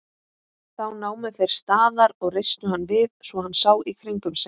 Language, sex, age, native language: Icelandic, female, 20-29, Icelandic